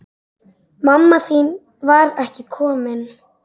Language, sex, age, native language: Icelandic, female, 10, Icelandic